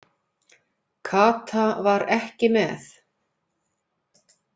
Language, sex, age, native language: Icelandic, female, 50-59, Icelandic